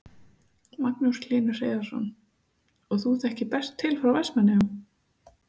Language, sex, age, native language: Icelandic, female, 30-39, Icelandic